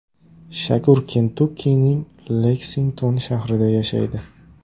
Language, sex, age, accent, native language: Uzbek, male, 18-24, Farg'ona, Uzbek